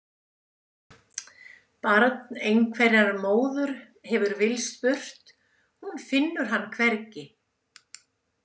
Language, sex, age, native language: Icelandic, female, 70-79, Icelandic